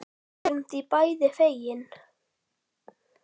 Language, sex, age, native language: Icelandic, male, 10, Icelandic